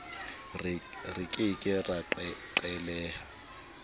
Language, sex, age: Southern Sotho, male, 26